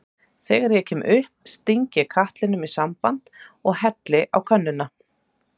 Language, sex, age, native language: Icelandic, female, 30-39, Icelandic